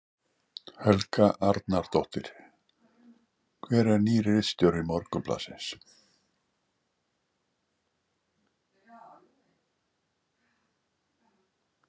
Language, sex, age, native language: Icelandic, male, 60-69, Icelandic